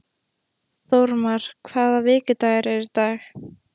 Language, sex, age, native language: Icelandic, female, 13, Icelandic